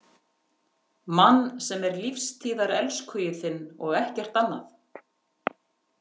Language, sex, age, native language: Icelandic, female, 50-59, Icelandic